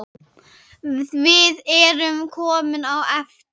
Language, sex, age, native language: Icelandic, female, 8, Icelandic